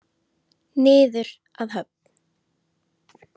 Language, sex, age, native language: Icelandic, female, 18-19, Icelandic